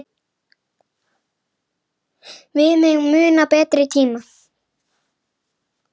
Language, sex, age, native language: Icelandic, male, 8, Icelandic